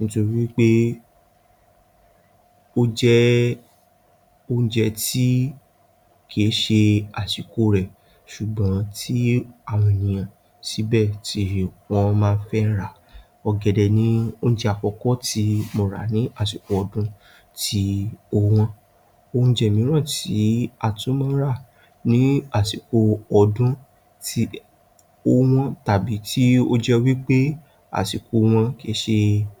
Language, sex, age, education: Yoruba, male, 30-45, tertiary